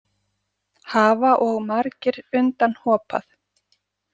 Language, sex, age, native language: Icelandic, female, 40-49, Icelandic